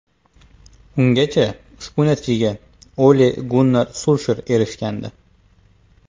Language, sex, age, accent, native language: Uzbek, male, 25-34, Toshkent viloyati, Uzbek